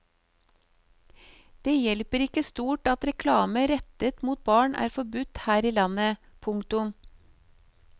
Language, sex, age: Norwegian, female, 38